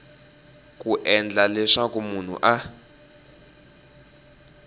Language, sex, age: Tsonga, male, 18